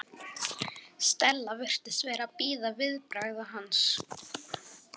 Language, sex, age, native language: Icelandic, female, 11, Icelandic